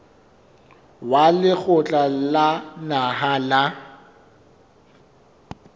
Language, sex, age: Southern Sotho, male, 24